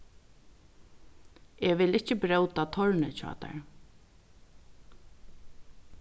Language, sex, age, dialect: Faroese, female, 36-60, Vágar